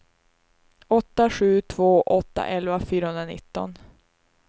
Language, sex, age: Swedish, female, 19